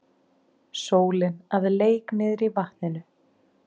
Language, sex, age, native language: Icelandic, female, 30-39, Icelandic